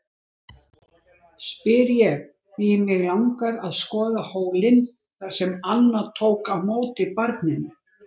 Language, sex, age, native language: Icelandic, female, 60-69, Icelandic